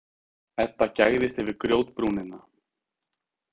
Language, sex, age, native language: Icelandic, male, 30-39, Icelandic